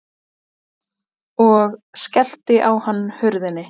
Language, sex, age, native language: Icelandic, female, 20-29, Icelandic